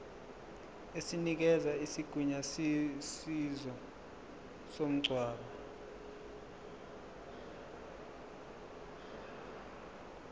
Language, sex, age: Zulu, male, 23